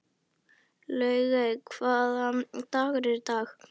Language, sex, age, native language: Icelandic, female, 11, Icelandic